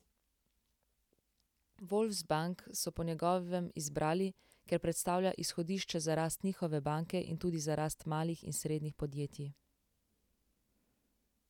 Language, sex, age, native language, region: Slovenian, female, 18-29, Slovenian, Central Slovenia